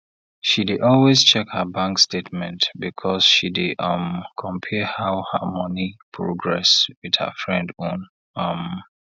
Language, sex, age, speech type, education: Nigerian Pidgin, male, 30-45, spontaneous, tertiary